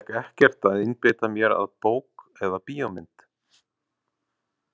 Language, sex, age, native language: Icelandic, male, 40-49, Icelandic